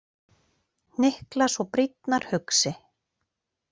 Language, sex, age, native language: Icelandic, female, 40-49, Icelandic